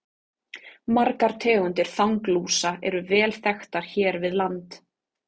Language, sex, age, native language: Icelandic, female, 30-39, Icelandic